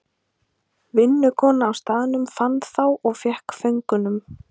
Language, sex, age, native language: Icelandic, female, 20-29, Icelandic